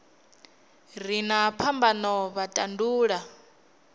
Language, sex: Venda, female